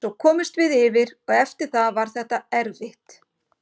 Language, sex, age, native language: Icelandic, female, 50-59, Icelandic